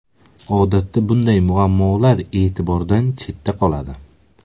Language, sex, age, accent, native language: Uzbek, male, 18-24, Samarqand, Uzbek